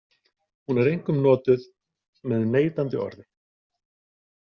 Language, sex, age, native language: Icelandic, male, 40-49, Icelandic